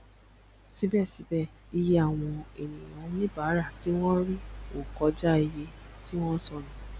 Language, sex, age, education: Yoruba, female, 15-29, tertiary